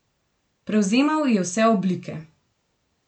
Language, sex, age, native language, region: Slovenian, female, 18-29, Slovenian, Gorenjska region